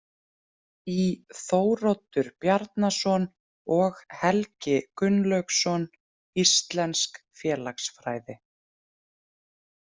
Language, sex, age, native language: Icelandic, female, 30-39, Icelandic